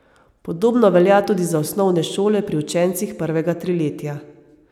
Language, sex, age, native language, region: Slovenian, female, 30-49, Slovenian, Savinja region